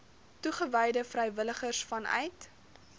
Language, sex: Afrikaans, female